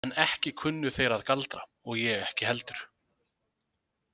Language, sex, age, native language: Icelandic, male, 20-29, Icelandic